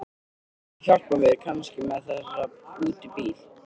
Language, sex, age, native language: Icelandic, male, 13, Icelandic